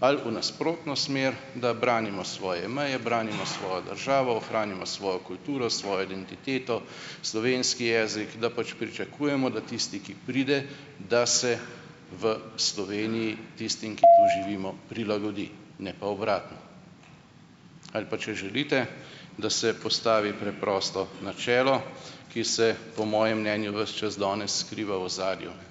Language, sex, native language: Slovenian, male, Slovenian